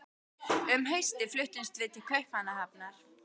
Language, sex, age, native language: Icelandic, female, 12, Icelandic